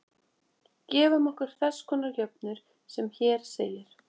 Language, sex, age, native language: Icelandic, female, 20-29, Icelandic